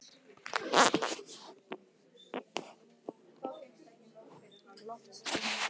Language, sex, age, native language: Icelandic, male, 18-19, Icelandic